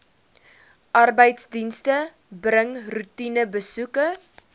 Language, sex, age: Afrikaans, female, 19